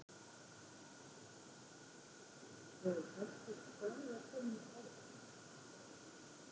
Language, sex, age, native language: Icelandic, female, 50-59, Icelandic